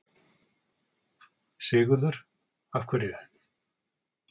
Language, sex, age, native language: Icelandic, male, 40-49, Icelandic